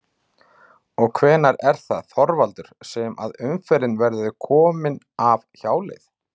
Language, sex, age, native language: Icelandic, male, 40-49, Icelandic